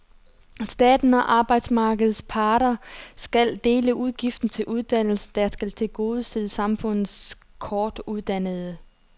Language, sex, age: Danish, female, 30